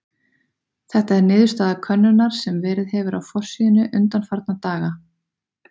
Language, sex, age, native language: Icelandic, female, 30-39, Icelandic